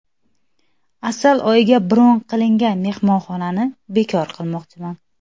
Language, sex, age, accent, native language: Uzbek, female, 19-29, Xorazm, Uzbek